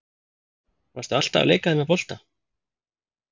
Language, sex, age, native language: Icelandic, male, 30-39, Icelandic